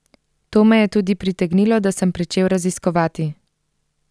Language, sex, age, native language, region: Slovenian, female, 30-49, Slovenian, Central Slovenia